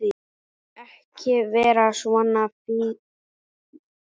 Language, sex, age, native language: Icelandic, female, 9, Icelandic